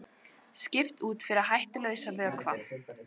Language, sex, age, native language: Icelandic, female, 18-19, Icelandic